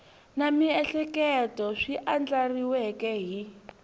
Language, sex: Tsonga, female